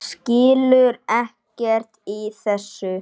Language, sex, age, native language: Icelandic, male, 9, Icelandic